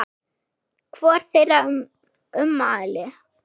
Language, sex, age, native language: Icelandic, male, 6, Icelandic